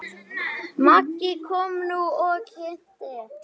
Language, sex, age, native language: Icelandic, male, 10, Icelandic